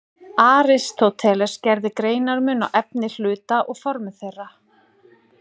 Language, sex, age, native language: Icelandic, female, 40-49, Icelandic